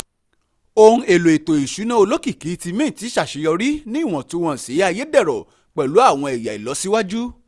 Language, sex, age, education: Yoruba, male, 15-29, tertiary